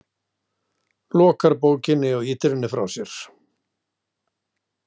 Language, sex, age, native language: Icelandic, male, 60-69, Icelandic